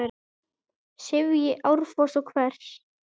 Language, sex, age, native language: Icelandic, male, 9, Icelandic